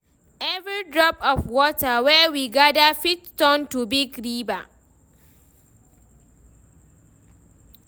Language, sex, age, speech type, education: Nigerian Pidgin, female, 15-29, read, tertiary